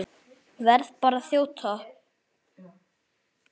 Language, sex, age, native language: Icelandic, male, 9, Icelandic